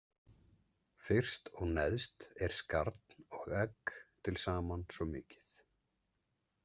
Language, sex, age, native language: Icelandic, male, 30-39, Icelandic